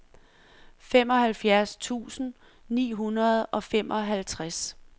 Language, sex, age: Danish, female, 46